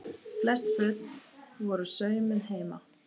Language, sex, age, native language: Icelandic, male, 8, Icelandic